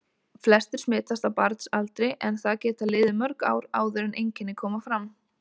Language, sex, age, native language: Icelandic, female, 20-29, Icelandic